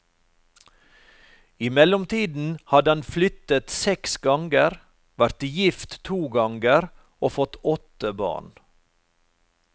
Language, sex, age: Norwegian, male, 45